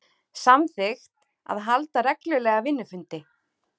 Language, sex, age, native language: Icelandic, female, 30-39, Icelandic